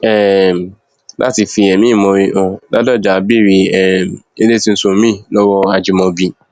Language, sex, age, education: Yoruba, male, 15-29, tertiary